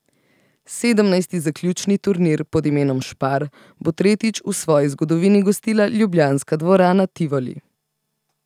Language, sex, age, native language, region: Slovenian, female, 18-29, Slovenian, Central Slovenia